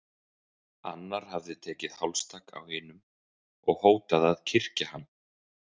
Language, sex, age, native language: Icelandic, male, 20-29, Icelandic